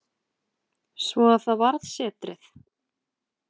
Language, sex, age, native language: Icelandic, female, 20-29, Icelandic